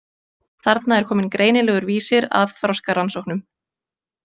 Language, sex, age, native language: Icelandic, female, 20-29, Icelandic